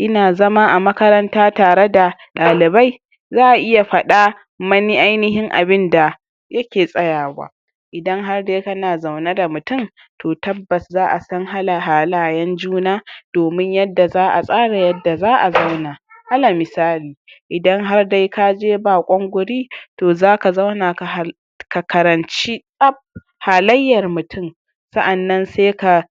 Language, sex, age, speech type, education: Hausa, male, 46-60, spontaneous, tertiary